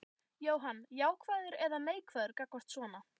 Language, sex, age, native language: Icelandic, female, 12, Icelandic